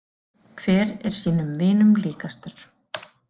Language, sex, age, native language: Icelandic, female, 40-49, Icelandic